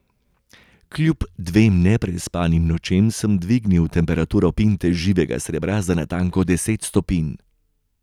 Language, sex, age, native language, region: Slovenian, male, 30-49, Slovenian, Gorenjska region